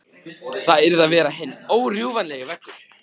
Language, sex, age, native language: Icelandic, male, 15, Icelandic